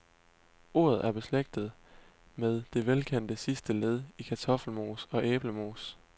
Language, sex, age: Danish, male, 19